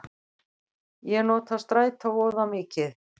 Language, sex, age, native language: Icelandic, female, 60-69, Icelandic